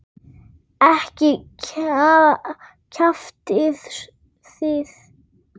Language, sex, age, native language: Icelandic, female, 9, Icelandic